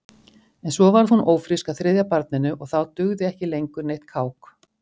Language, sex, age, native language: Icelandic, female, 50-59, Icelandic